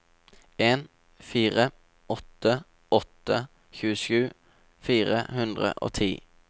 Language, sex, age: Norwegian, male, 27